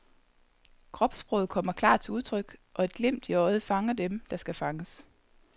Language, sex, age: Danish, female, 30